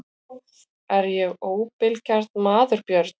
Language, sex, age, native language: Icelandic, female, 40-49, Icelandic